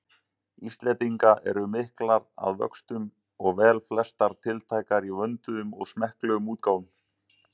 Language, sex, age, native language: Icelandic, male, 40-49, Icelandic